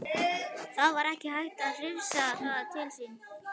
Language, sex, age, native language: Icelandic, male, 11, Icelandic